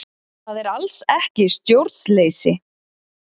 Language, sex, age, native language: Icelandic, female, 30-39, Icelandic